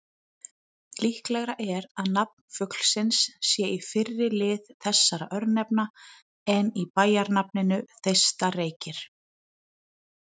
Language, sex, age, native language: Icelandic, female, 30-39, Icelandic